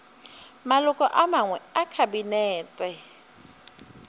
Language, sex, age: Northern Sotho, female, 30